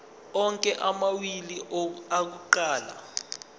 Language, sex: Zulu, male